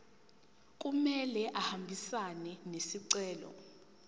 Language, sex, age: Zulu, female, 19